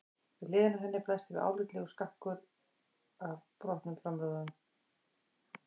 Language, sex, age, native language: Icelandic, female, 40-49, Icelandic